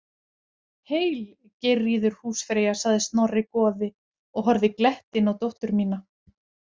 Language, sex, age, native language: Icelandic, female, 40-49, Icelandic